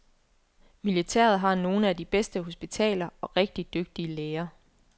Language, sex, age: Danish, female, 24